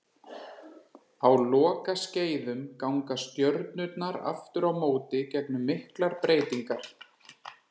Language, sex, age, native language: Icelandic, male, 40-49, Icelandic